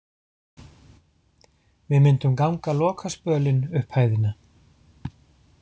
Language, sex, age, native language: Icelandic, male, 40-49, Icelandic